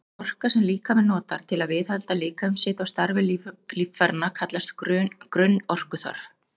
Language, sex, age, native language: Icelandic, female, 40-49, Icelandic